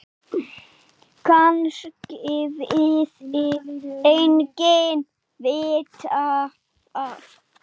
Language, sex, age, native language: Icelandic, female, 8, Icelandic